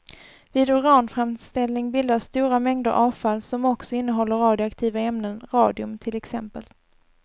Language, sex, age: Swedish, female, 24